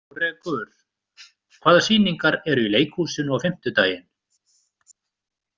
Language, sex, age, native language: Icelandic, male, 30-39, Icelandic